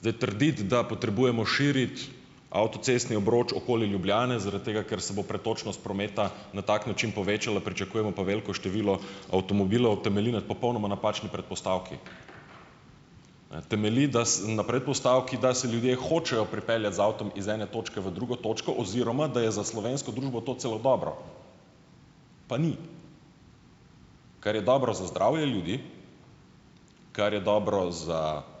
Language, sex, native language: Slovenian, male, Slovenian